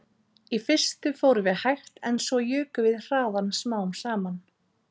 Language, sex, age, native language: Icelandic, female, 30-39, Icelandic